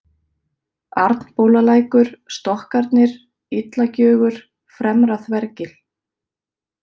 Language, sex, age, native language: Icelandic, female, 30-39, Icelandic